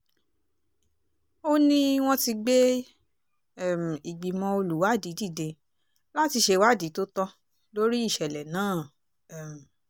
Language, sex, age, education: Yoruba, female, 15-29, tertiary